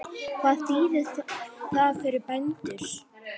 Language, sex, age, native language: Icelandic, female, 9, Icelandic